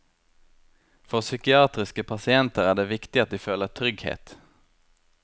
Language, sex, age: Norwegian, male, 23